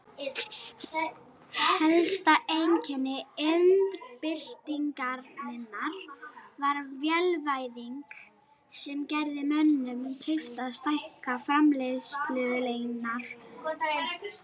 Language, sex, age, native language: Icelandic, female, 18-19, Icelandic